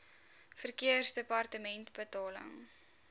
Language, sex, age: Afrikaans, female, 19